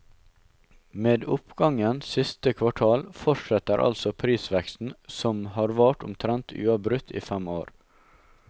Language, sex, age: Norwegian, male, 19